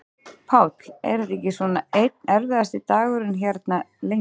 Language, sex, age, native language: Icelandic, female, 30-39, Icelandic